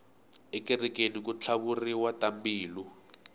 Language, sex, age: Tsonga, male, 18